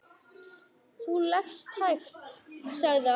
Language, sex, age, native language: Icelandic, male, 9, Icelandic